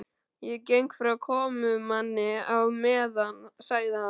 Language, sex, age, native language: Icelandic, male, 12, Icelandic